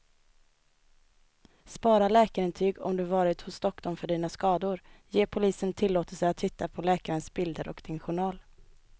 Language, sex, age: Swedish, female, 20